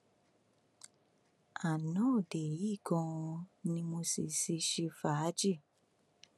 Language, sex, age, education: Yoruba, female, 15-29, tertiary